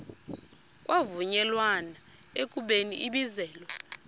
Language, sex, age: Xhosa, female, 32